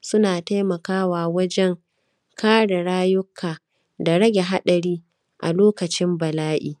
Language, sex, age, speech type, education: Hausa, female, 30-45, spontaneous, primary